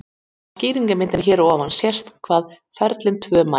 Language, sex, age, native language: Icelandic, female, 40-49, Icelandic